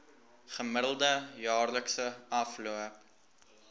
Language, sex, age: Afrikaans, male, 19